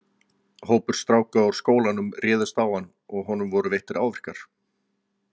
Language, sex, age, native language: Icelandic, male, 40-49, Icelandic